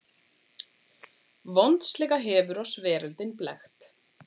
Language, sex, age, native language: Icelandic, female, 40-49, Icelandic